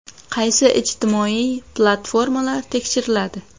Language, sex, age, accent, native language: Uzbek, female, 18-24, Xorazm, Uzbek